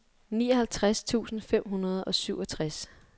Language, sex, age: Danish, female, 23